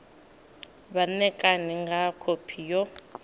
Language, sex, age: Venda, female, 26